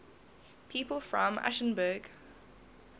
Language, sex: English, female